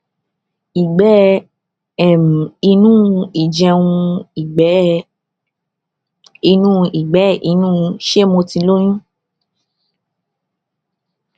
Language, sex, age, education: Yoruba, female, 15-29, tertiary